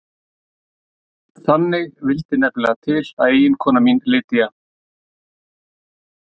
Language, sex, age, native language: Icelandic, male, 40-49, Icelandic